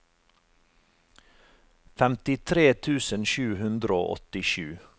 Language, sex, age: Norwegian, male, 45